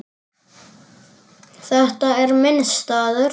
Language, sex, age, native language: Icelandic, male, 10, Icelandic